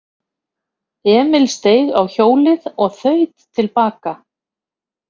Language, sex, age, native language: Icelandic, female, 50-59, Icelandic